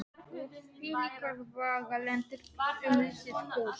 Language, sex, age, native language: Icelandic, male, 18-19, Polish